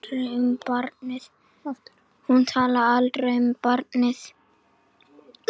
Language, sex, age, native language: Icelandic, male, 7, Icelandic